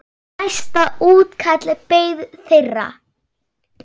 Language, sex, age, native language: Icelandic, female, 8, Swedish